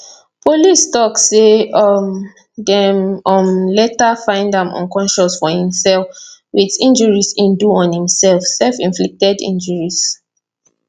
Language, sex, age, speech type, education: Nigerian Pidgin, female, 15-29, spontaneous, tertiary